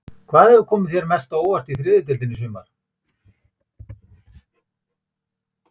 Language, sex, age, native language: Icelandic, male, 50-59, Icelandic